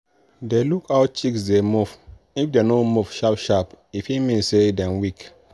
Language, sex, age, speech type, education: Nigerian Pidgin, male, 15-29, spontaneous, tertiary